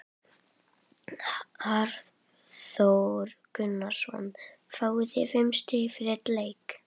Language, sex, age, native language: Icelandic, female, 11, Icelandic